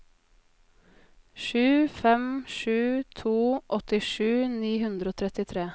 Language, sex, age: Norwegian, female, 20